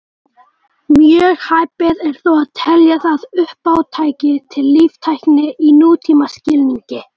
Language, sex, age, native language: Icelandic, male, 18-19, Icelandic